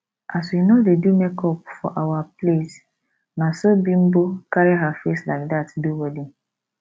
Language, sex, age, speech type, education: Nigerian Pidgin, female, 15-29, spontaneous, tertiary